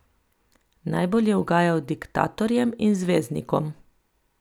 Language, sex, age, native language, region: Slovenian, female, 30-49, Slovenian, Coastal Karst region